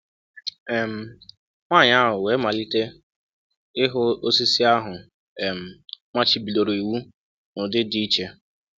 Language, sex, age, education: Igbo, male, 15-29, tertiary